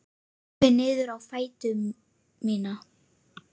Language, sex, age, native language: Icelandic, female, 10, Icelandic